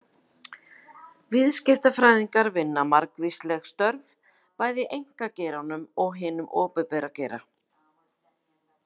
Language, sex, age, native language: Icelandic, female, 40-49, Icelandic